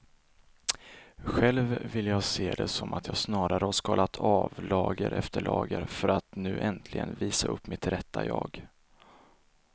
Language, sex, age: Swedish, male, 24